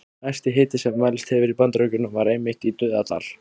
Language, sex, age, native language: Icelandic, male, 20-29, Icelandic